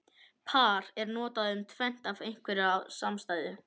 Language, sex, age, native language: Icelandic, male, 18-19, Icelandic